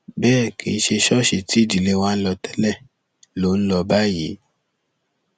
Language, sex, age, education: Yoruba, male, 15-29, secondary